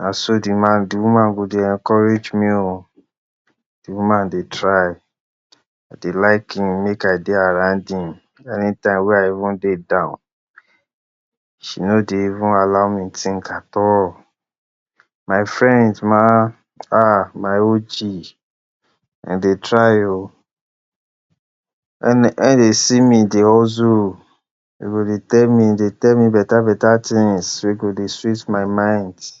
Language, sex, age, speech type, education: Nigerian Pidgin, male, 60+, spontaneous, tertiary